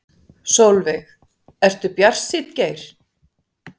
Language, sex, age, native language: Icelandic, female, 60-69, Icelandic